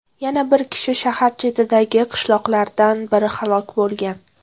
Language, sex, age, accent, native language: Uzbek, female, 18-24, Toshkent viloyati, Uzbek